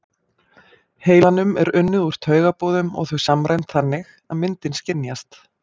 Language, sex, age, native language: Icelandic, female, 40-49, Icelandic